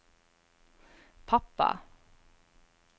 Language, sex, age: Norwegian, female, 44